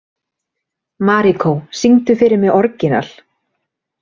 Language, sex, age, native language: Icelandic, female, 30-39, Icelandic